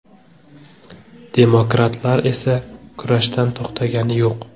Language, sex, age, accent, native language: Uzbek, male, 25-34, Jizzax, Uzbek